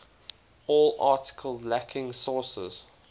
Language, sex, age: English, male, 19